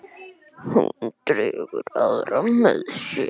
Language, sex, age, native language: Icelandic, male, 10, Icelandic